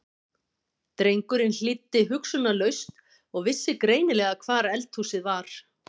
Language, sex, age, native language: Icelandic, female, 50-59, Icelandic